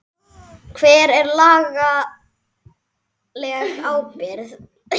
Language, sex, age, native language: Icelandic, female, 10, Icelandic